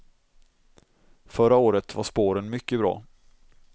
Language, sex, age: Swedish, male, 26